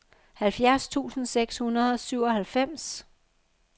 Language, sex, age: Danish, female, 50